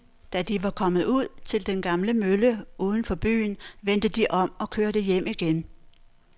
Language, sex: Danish, female